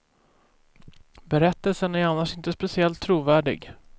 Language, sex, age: Swedish, male, 24